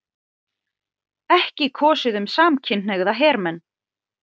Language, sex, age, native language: Icelandic, female, 40-49, Icelandic